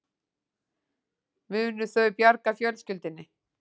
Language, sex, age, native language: Icelandic, female, 40-49, Icelandic